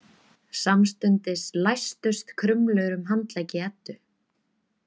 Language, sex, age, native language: Icelandic, female, 20-29, Icelandic